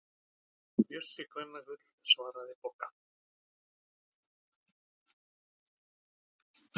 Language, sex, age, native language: Icelandic, male, 40-49, Icelandic